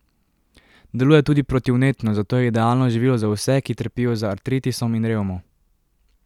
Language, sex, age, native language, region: Slovenian, male, 18-29, Slovenian, Drava region